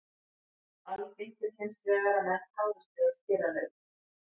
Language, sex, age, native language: Icelandic, female, 50-59, Icelandic